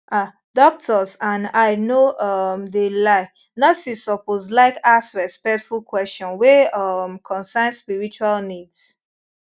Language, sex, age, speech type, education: Nigerian Pidgin, female, 15-29, spontaneous, tertiary